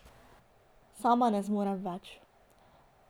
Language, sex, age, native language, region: Slovenian, female, 18-29, Slovenian, Drava region